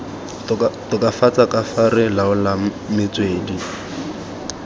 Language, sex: Tswana, male